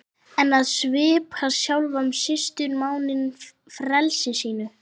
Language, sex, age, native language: Icelandic, female, 11, Icelandic